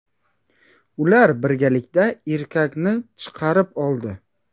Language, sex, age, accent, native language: Uzbek, male, 18-24, Buxoro, Uzbek